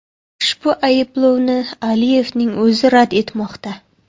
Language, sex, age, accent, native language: Uzbek, female, 18-24, Samarqand, Uzbek